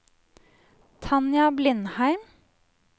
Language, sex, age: Norwegian, female, 27